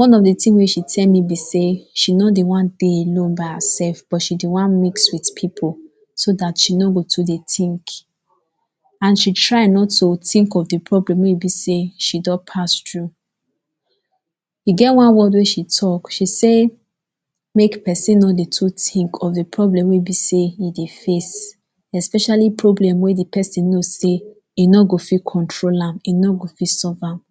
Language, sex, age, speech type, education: Nigerian Pidgin, female, 15-29, spontaneous, tertiary